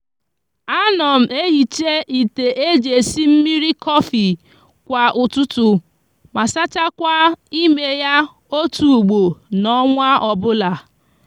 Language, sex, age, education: Igbo, female, 15-29, tertiary